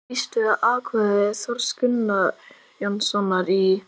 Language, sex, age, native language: Icelandic, male, 11, Icelandic